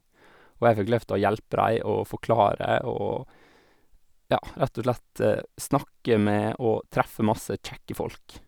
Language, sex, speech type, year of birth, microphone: Norwegian, male, spontaneous, 1986, Sennheiser